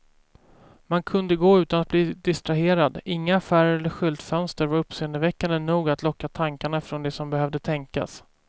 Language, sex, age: Swedish, male, 24